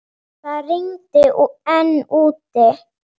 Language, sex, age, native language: Icelandic, female, 9, Icelandic